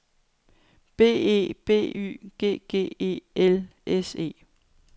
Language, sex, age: Danish, female, 45